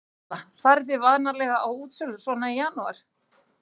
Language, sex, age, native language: Icelandic, female, 60-69, Icelandic